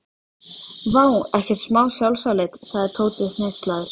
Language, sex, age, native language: Icelandic, female, 13, Icelandic